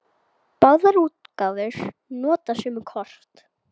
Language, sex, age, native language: Icelandic, female, 8, Icelandic